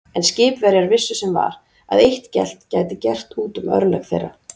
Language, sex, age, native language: Icelandic, female, 40-49, Icelandic